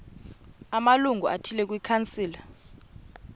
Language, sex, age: Xhosa, female, 28